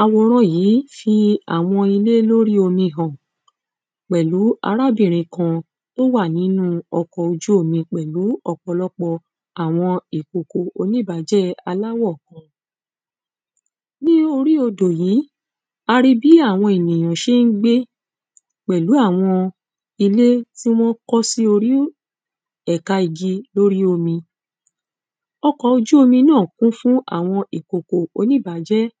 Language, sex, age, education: Yoruba, female, 30-45, secondary